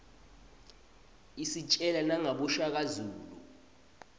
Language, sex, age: Swati, male, 20